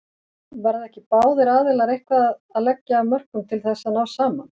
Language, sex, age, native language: Icelandic, female, 40-49, Icelandic